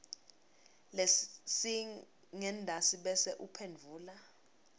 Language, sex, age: Swati, female, 21